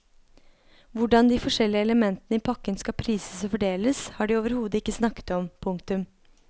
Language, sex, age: Norwegian, female, 23